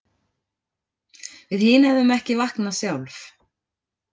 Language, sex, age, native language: Icelandic, female, 40-49, Icelandic